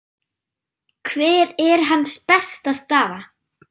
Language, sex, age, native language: Icelandic, female, 9, German